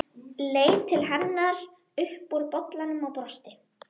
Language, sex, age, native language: Icelandic, female, 12, Icelandic